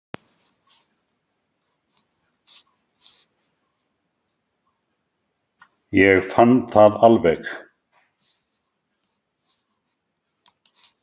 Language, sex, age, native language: Icelandic, male, 70-79, Icelandic